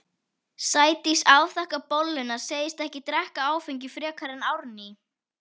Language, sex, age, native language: Icelandic, female, 11, Icelandic